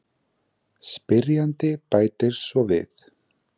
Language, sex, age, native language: Icelandic, male, 20-29, Icelandic